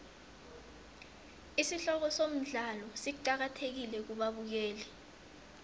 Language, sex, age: South Ndebele, female, 22